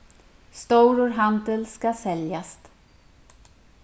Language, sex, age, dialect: Faroese, female, 36-60, Suðurstreymoy